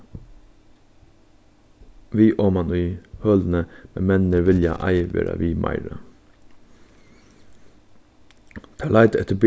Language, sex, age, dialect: Faroese, male, 15-35, Suðurstreymoy